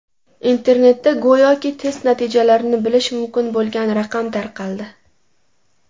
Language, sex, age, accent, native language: Uzbek, female, 18-24, Namangan, Uzbek